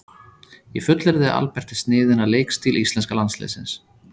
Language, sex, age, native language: Icelandic, male, 30-39, Icelandic